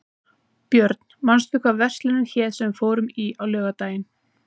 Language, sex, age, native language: Icelandic, female, 30-39, Icelandic